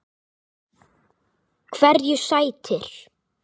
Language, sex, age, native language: Icelandic, male, 8, Icelandic